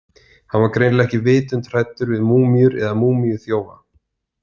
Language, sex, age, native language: Icelandic, male, 30-39, Icelandic